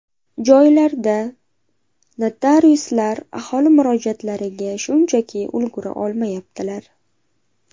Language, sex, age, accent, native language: Uzbek, female, 18-24, Andijon, Uzbek